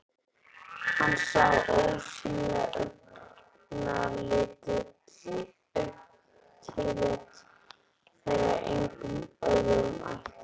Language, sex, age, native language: Icelandic, male, 11, Icelandic